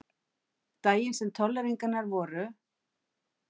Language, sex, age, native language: Icelandic, female, 50-59, Icelandic